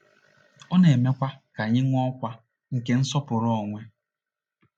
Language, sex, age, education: Igbo, male, 30-45, tertiary